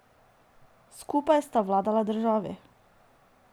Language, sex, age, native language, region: Slovenian, female, 18-29, Slovenian, Drava region